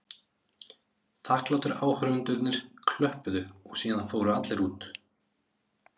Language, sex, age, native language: Icelandic, male, 30-39, Icelandic